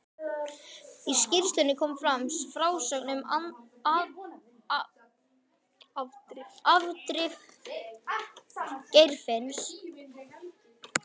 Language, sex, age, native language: Icelandic, male, 11, Icelandic